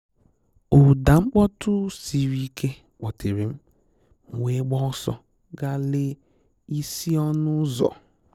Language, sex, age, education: Igbo, male, 15-29, tertiary